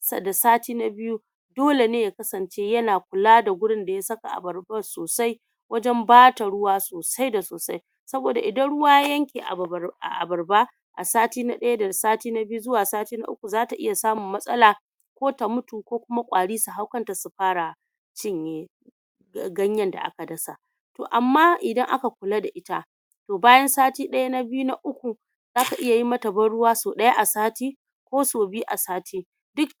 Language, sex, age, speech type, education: Hausa, female, 46-60, spontaneous, tertiary